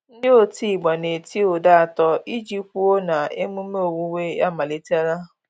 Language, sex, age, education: Igbo, female, 15-29, tertiary